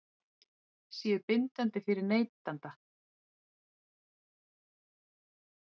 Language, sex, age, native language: Icelandic, female, 30-39, Icelandic